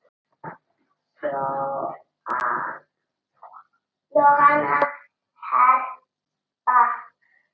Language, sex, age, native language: Icelandic, male, 6, Italian